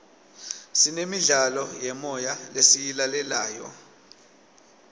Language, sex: Swati, male